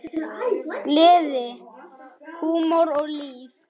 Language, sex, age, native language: Icelandic, male, 9, Icelandic